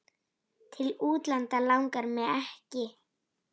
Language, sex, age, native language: Icelandic, female, 9, Icelandic